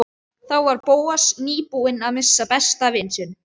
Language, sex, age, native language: Icelandic, male, 12, Icelandic